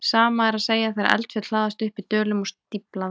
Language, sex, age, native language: Icelandic, female, 20-29, Icelandic